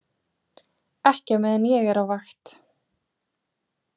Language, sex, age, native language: Icelandic, female, 20-29, Icelandic